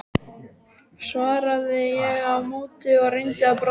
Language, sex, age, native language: Icelandic, male, 12, Icelandic